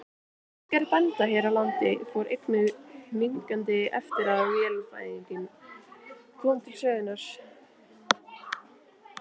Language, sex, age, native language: Icelandic, female, 18-19, Icelandic